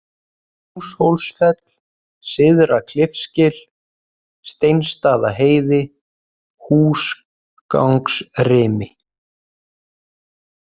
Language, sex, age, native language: Icelandic, male, 30-39, Icelandic